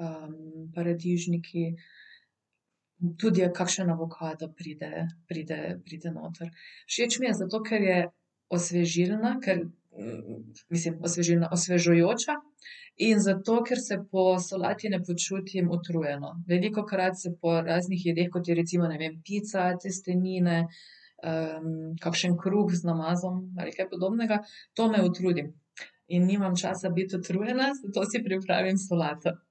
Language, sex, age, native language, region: Slovenian, female, 30-49, Slovenian, Central Slovenia